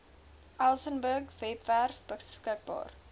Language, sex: Afrikaans, female